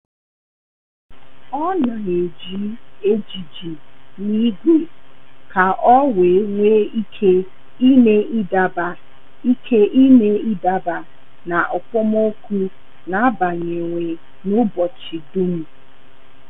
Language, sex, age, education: Igbo, female, 15-29, tertiary